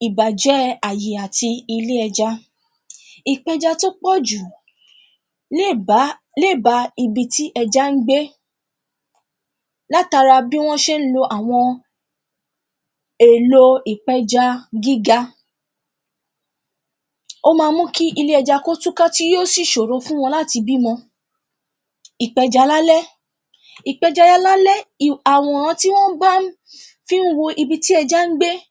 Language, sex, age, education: Yoruba, female, 15-29, tertiary